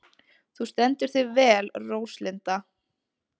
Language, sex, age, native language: Icelandic, female, 20-29, Icelandic